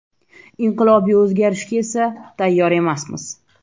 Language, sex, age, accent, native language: Uzbek, female, 18-24, Toshkent shahri, Uzbek